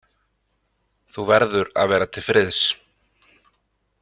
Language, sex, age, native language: Icelandic, male, 30-39, Icelandic